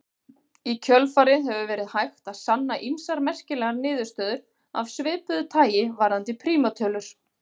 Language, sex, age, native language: Icelandic, female, 40-49, Icelandic